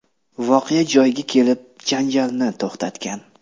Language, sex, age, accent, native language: Uzbek, male, 25-34, Namangan, Uzbek